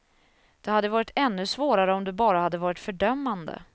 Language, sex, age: Swedish, female, 27